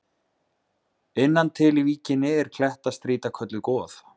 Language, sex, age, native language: Icelandic, male, 20-29, Icelandic